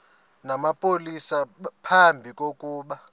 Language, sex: Xhosa, male